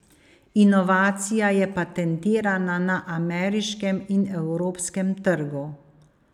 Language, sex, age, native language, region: Slovenian, female, 50-59, Slovenian, Savinja region